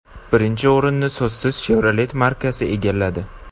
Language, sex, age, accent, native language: Uzbek, male, 18-24, Jizzax, Uzbek